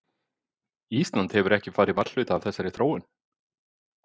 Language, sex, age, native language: Icelandic, male, 50-59, Icelandic